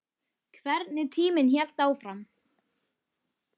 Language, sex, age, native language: Icelandic, female, 10, Icelandic